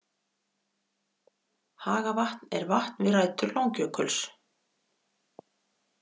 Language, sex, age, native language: Icelandic, female, 40-49, Icelandic